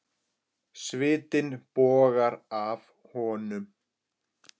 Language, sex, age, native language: Icelandic, female, 9, Icelandic